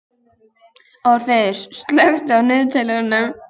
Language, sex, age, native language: Icelandic, other, 18-19, Icelandic